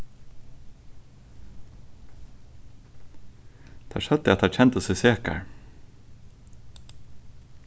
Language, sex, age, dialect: Faroese, male, 15-35, Suðurstreymoy